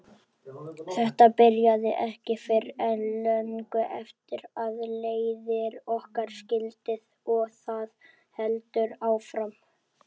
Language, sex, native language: Icelandic, male, Icelandic